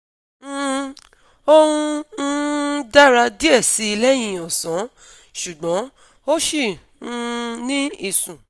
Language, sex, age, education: Yoruba, female, 30-45, tertiary